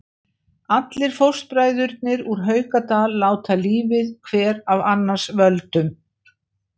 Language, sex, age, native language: Icelandic, female, 60-69, Icelandic